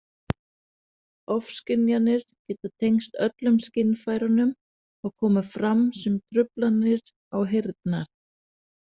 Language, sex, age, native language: Icelandic, female, 40-49, Danish